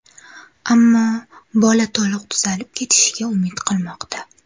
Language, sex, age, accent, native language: Uzbek, female, 18-24, Qashqadaryo, Uzbek